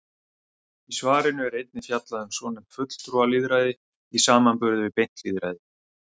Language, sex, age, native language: Icelandic, male, 30-39, Icelandic